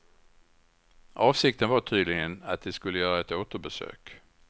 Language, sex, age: Swedish, male, 61